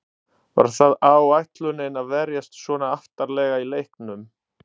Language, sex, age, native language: Icelandic, male, 30-39, Italian